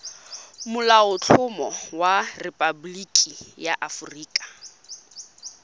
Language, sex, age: Tswana, female, 22